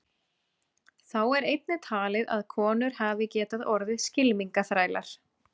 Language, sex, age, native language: Icelandic, female, 30-39, Icelandic